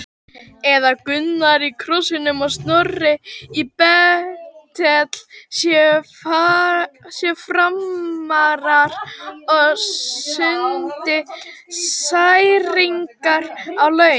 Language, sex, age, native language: Icelandic, female, 18-19, Icelandic